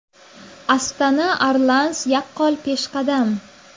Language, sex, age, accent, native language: Uzbek, female, 19-29, Navoiy, Uzbek